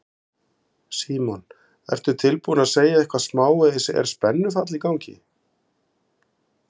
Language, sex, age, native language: Icelandic, male, 50-59, Icelandic